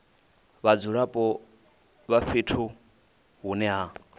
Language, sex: Venda, male